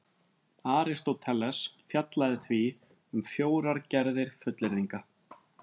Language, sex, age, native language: Icelandic, male, 30-39, Icelandic